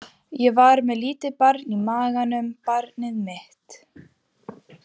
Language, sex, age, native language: Icelandic, female, 15, Icelandic